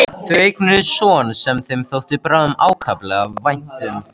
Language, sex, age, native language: Icelandic, male, 13, Icelandic